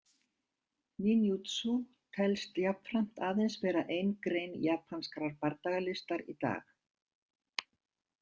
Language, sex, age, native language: Icelandic, female, 70-79, Icelandic